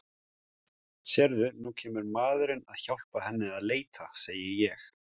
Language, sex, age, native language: Icelandic, male, 17, Icelandic